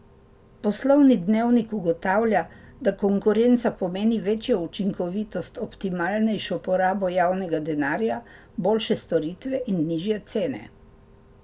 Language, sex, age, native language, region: Slovenian, female, 60+, Slovenian, Drava region